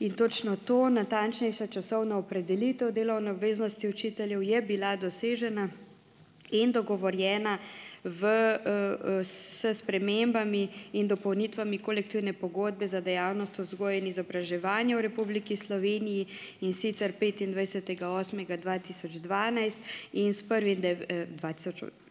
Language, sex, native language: Slovenian, female, Slovenian